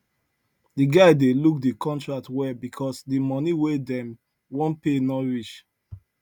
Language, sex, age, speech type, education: Nigerian Pidgin, male, 30-45, spontaneous, tertiary